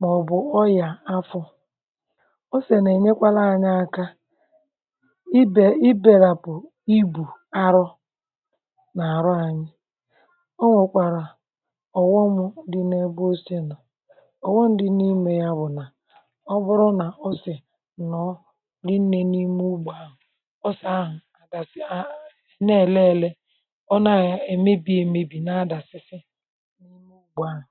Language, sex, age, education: Igbo, female, 60+, tertiary